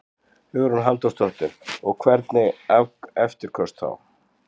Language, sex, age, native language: Icelandic, male, 60-69, Icelandic